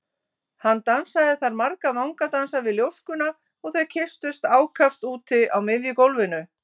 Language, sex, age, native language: Icelandic, female, 50-59, Icelandic